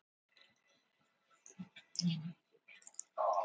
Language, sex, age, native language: Icelandic, female, 18-19, Icelandic